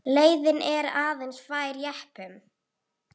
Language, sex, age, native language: Icelandic, female, 8, Icelandic